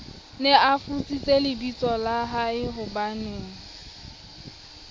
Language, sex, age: Southern Sotho, female, 25